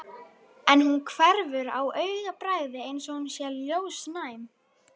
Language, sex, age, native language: Icelandic, female, 12, Icelandic